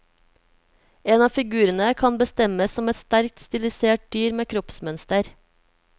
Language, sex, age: Norwegian, female, 24